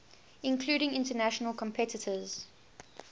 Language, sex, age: English, female, 18